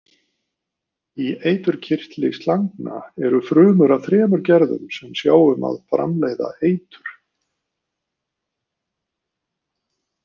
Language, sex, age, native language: Icelandic, male, 50-59, Icelandic